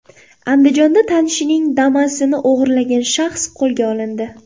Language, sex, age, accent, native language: Uzbek, female, 18-24, Qoraqalpog'iston, Uzbek